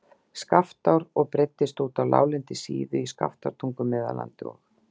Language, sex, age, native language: Icelandic, female, 60-69, Icelandic